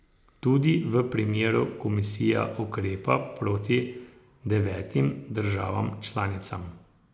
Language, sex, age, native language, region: Slovenian, male, 60+, Slovenian, Posavska region